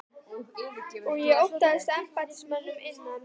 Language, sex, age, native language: Icelandic, female, 12, Icelandic